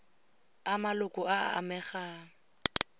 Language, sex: Tswana, female